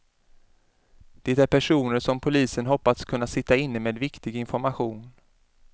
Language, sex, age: Swedish, male, 33